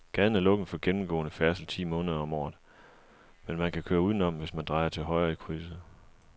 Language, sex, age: Danish, male, 37